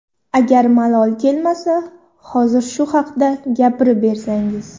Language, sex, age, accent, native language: Uzbek, female, 19-29, Toshkent viloyati, Uzbek